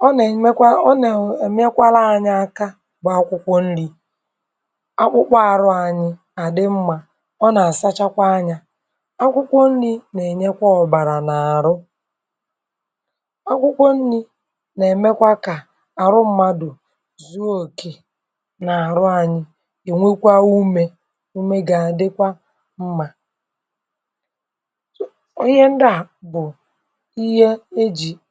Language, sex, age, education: Igbo, female, 30-45, tertiary